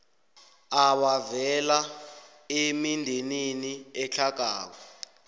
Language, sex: South Ndebele, male